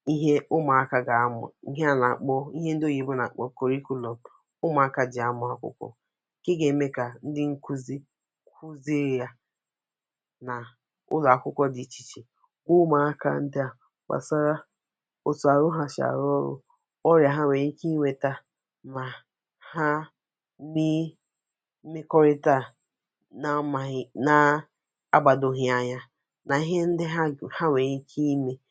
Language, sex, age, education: Igbo, female, 15-29, tertiary